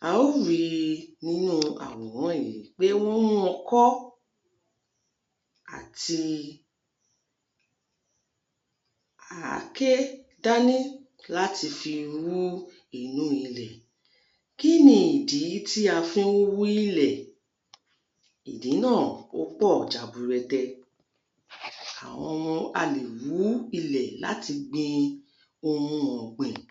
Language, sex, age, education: Yoruba, female, 30-45, tertiary